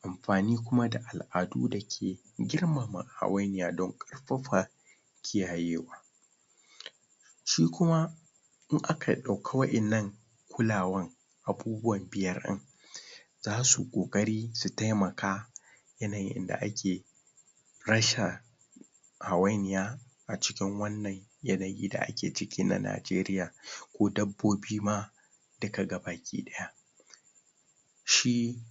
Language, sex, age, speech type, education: Hausa, male, 30-45, spontaneous, tertiary